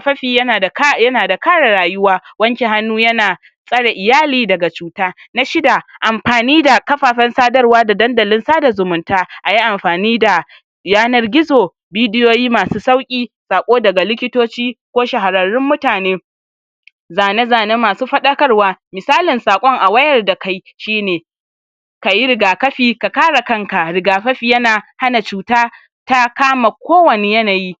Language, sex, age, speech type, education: Hausa, male, 46-60, spontaneous, tertiary